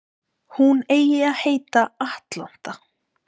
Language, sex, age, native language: Icelandic, female, 20-29, Icelandic